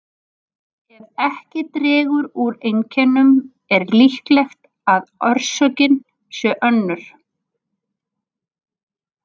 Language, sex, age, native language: Icelandic, female, 40-49, Icelandic